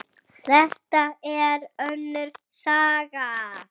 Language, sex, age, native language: Icelandic, female, 6, Icelandic